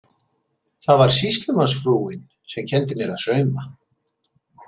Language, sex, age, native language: Icelandic, male, 70-79, Icelandic